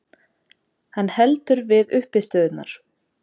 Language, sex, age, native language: Icelandic, female, 20-29, Icelandic